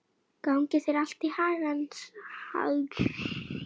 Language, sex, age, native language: Icelandic, female, 11, Icelandic